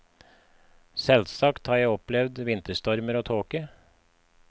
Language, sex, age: Norwegian, male, 53